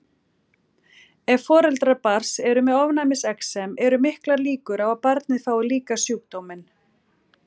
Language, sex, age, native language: Icelandic, female, 40-49, Icelandic